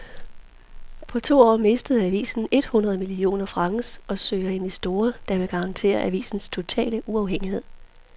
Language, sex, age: Danish, female, 43